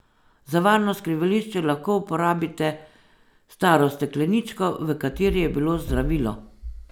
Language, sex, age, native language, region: Slovenian, female, 50-59, Slovenian, Savinja region